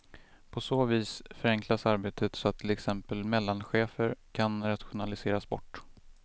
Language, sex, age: Swedish, male, 25